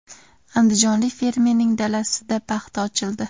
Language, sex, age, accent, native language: Uzbek, female, 18-24, Andijon, Uzbek